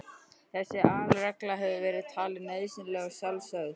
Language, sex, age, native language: Icelandic, male, 12, Icelandic